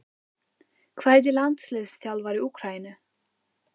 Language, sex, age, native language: Icelandic, female, 14, Icelandic